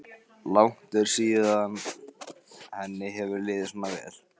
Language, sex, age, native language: Icelandic, male, 15, Icelandic